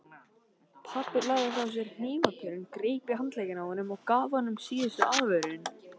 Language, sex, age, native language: Icelandic, male, 18-19, Icelandic